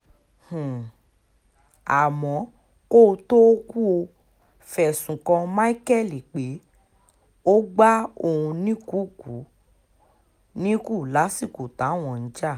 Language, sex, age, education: Yoruba, female, 15-29, tertiary